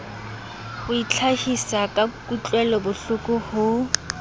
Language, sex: Southern Sotho, female